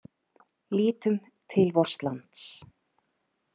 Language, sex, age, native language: Icelandic, female, 30-39, Icelandic